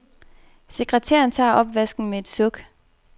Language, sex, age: Danish, female, 24